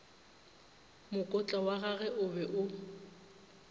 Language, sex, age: Northern Sotho, female, 25